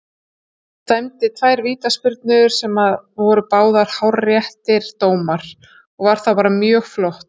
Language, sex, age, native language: Icelandic, female, 30-39, Icelandic